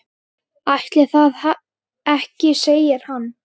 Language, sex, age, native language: Icelandic, female, 9, Icelandic